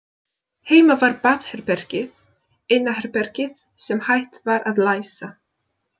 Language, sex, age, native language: Icelandic, female, 20-29, Polish